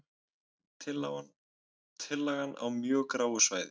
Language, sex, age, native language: Icelandic, male, 20-29, Icelandic